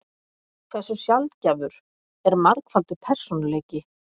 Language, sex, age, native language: Icelandic, female, 50-59, Icelandic